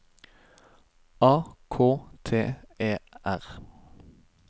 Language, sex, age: Norwegian, male, 25